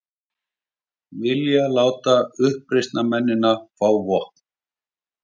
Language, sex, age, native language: Icelandic, male, 40-49, Icelandic